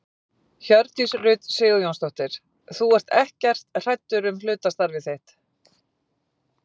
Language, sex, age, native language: Icelandic, female, 50-59, Icelandic